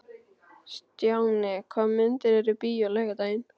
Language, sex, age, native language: Icelandic, male, 12, Icelandic